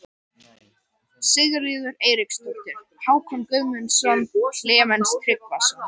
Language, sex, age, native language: Icelandic, male, 13, Icelandic